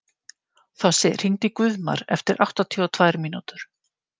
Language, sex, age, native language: Icelandic, female, 50-59, Icelandic